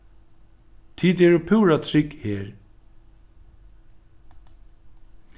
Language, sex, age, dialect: Faroese, male, 61+, Norðuroyggjar